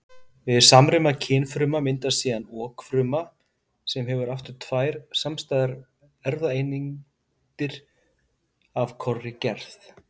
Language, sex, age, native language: Icelandic, male, 50-59, Icelandic